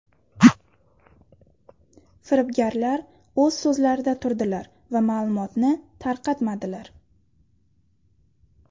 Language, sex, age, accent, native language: Uzbek, female, 19-29, Surxondaryo, Uzbek